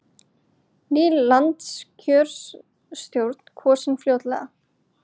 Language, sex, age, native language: Icelandic, male, 40-49, Icelandic